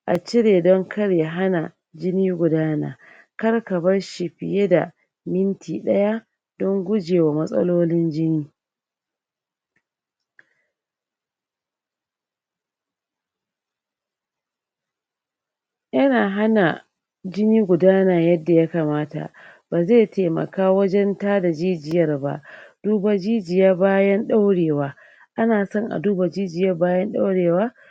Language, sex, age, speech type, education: Hausa, female, 30-45, spontaneous, tertiary